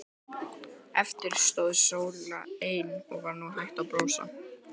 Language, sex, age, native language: Icelandic, male, 12, Icelandic